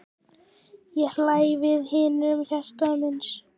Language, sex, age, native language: Icelandic, female, 11, Icelandic